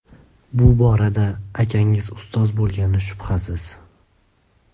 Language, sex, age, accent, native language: Uzbek, male, 18-24, Andijon, Uzbek